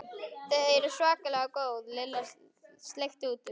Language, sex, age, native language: Icelandic, female, 11, Icelandic